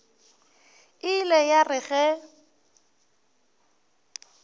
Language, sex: Northern Sotho, female